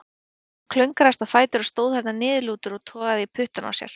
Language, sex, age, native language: Icelandic, female, 20-29, Icelandic